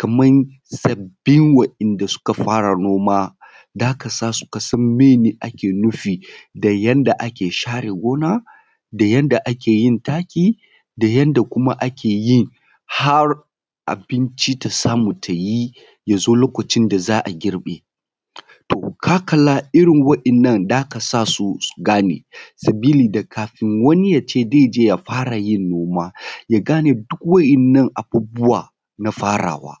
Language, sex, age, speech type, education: Hausa, male, 30-45, spontaneous, tertiary